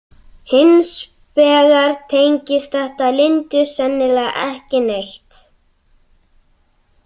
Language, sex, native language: Icelandic, other, Icelandic